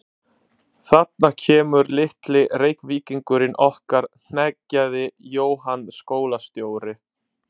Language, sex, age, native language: Icelandic, male, 30-39, Italian